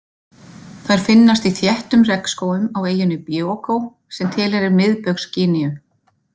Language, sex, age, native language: Icelandic, female, 50-59, Icelandic